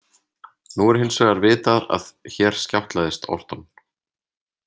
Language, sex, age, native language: Icelandic, male, 30-39, Icelandic